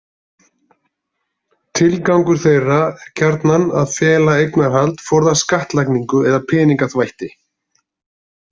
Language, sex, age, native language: Icelandic, male, 40-49, Icelandic